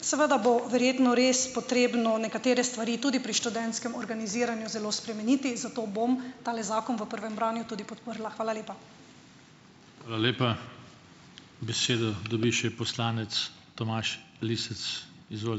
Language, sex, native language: Slovenian, female, Slovenian